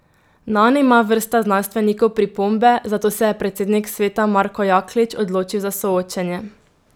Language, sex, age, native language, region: Slovenian, female, 18-29, Slovenian, Drava region